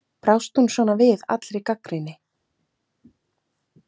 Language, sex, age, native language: Icelandic, female, 30-39, Icelandic